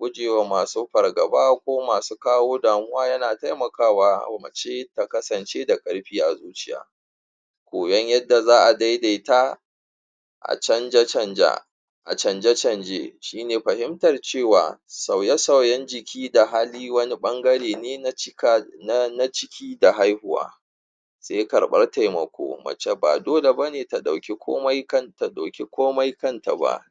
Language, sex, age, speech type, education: Hausa, male, 30-45, spontaneous, tertiary